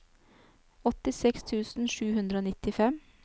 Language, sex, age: Norwegian, female, 29